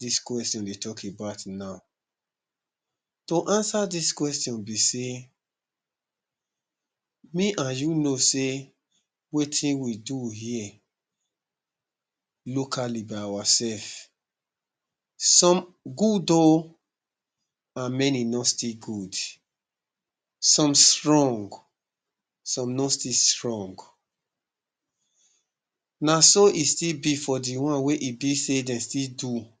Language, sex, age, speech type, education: Nigerian Pidgin, male, 30-45, spontaneous, tertiary